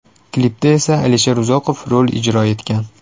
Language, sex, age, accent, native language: Uzbek, male, 18-24, Toshkent shahri, Uzbek